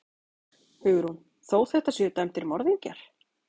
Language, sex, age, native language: Icelandic, female, 40-49, Icelandic